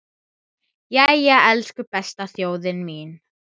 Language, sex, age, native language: Icelandic, female, 10, Icelandic